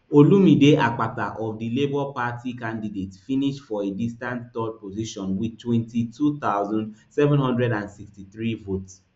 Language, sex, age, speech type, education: Nigerian Pidgin, male, 15-29, spontaneous, tertiary